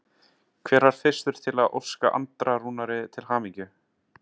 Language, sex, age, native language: Icelandic, male, 30-39, Icelandic